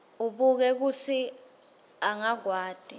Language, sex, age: Swati, female, 20